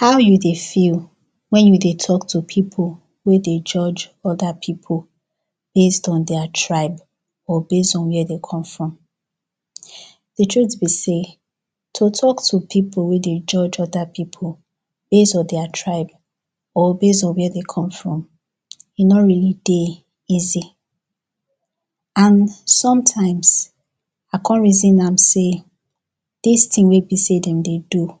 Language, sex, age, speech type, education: Nigerian Pidgin, female, 15-29, spontaneous, tertiary